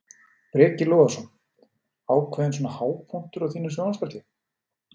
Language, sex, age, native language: Icelandic, male, 40-49, Icelandic